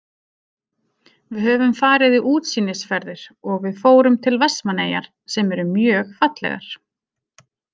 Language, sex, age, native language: Icelandic, female, 30-39, Icelandic